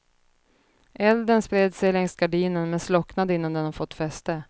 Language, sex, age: Swedish, female, 30